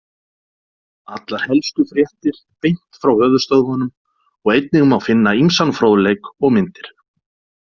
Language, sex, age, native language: Icelandic, male, 40-49, Icelandic